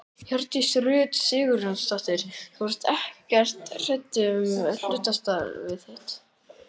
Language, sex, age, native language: Icelandic, male, 11, Icelandic